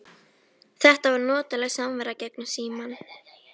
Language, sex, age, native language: Icelandic, female, 13, Icelandic